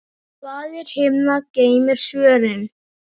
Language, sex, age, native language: Icelandic, male, 9, Icelandic